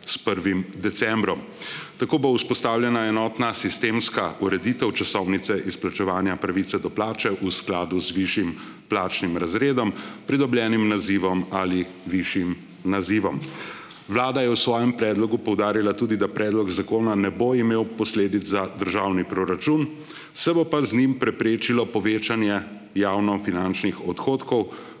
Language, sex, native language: Slovenian, male, Slovenian